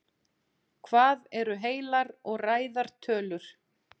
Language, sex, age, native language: Icelandic, female, 40-49, Icelandic